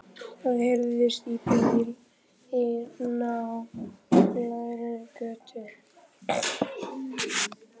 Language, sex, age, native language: Icelandic, male, 11, Icelandic